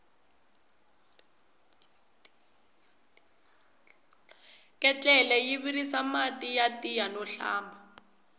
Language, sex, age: Tsonga, female, 20